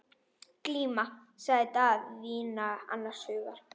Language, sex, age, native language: Icelandic, female, 10, Icelandic